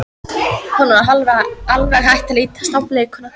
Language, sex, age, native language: Icelandic, female, 13, Icelandic